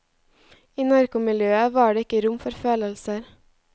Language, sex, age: Norwegian, female, 18